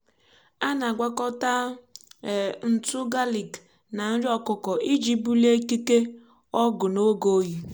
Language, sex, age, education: Igbo, female, 15-29, tertiary